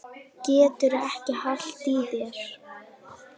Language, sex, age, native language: Icelandic, female, 9, Icelandic